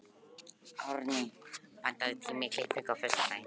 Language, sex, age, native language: Icelandic, male, 15, Icelandic